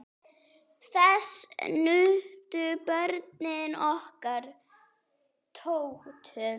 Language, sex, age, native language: Icelandic, female, 8, Icelandic